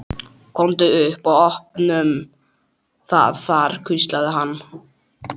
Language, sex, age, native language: Icelandic, male, 12, Icelandic